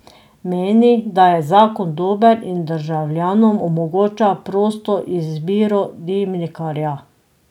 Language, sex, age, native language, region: Slovenian, female, 50-59, Slovenian, Drava region